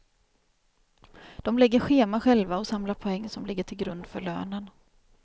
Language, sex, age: Swedish, female, 28